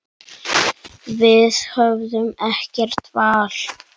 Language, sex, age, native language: Icelandic, male, 9, Icelandic